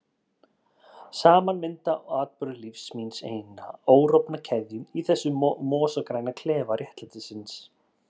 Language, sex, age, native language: Icelandic, male, 30-39, Icelandic